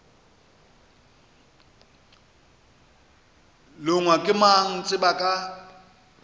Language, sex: Northern Sotho, male